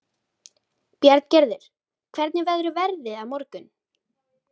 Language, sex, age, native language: Icelandic, female, 13, Icelandic